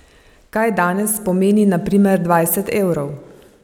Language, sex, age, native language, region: Slovenian, female, 50-59, Slovenian, Savinja region